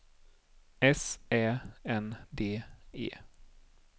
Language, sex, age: Swedish, male, 30